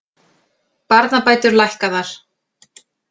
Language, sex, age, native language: Icelandic, female, 40-49, Icelandic